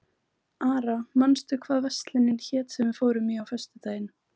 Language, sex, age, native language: Icelandic, female, 18-19, Icelandic